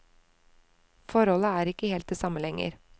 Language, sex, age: Norwegian, female, 29